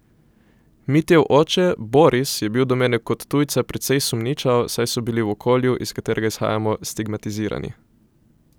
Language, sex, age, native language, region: Slovenian, male, 18-29, Slovenian, Coastal Karst region